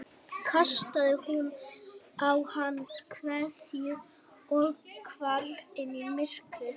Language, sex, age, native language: Icelandic, female, 18-19, Icelandic